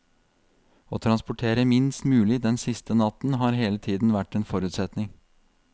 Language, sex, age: Norwegian, male, 32